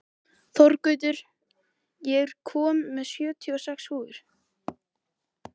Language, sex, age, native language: Icelandic, male, 18-19, Icelandic